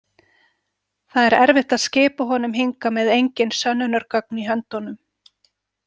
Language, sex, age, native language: Icelandic, female, 40-49, Icelandic